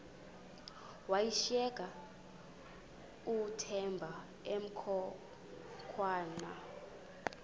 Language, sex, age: Xhosa, female, 26